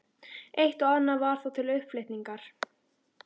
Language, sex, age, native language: Icelandic, female, 12, Icelandic